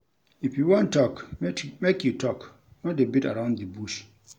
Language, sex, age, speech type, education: Nigerian Pidgin, male, 46-60, read, tertiary